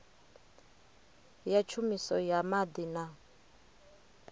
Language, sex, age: Venda, female, 30